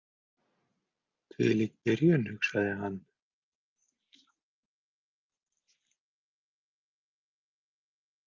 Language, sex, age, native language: Icelandic, male, 40-49, Icelandic